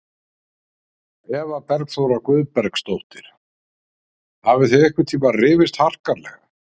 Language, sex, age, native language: Icelandic, male, 60-69, Icelandic